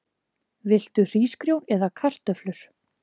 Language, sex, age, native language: Icelandic, female, 20-29, Icelandic